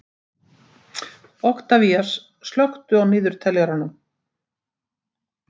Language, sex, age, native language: Icelandic, female, 60-69, Icelandic